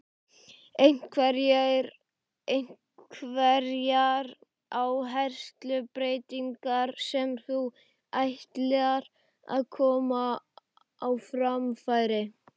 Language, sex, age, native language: Icelandic, male, 12, Icelandic